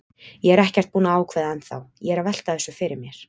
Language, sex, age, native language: Icelandic, female, 20-29, Icelandic